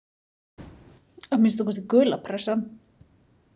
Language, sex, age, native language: Icelandic, female, 30-39, Icelandic